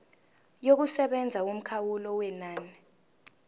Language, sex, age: Zulu, female, 19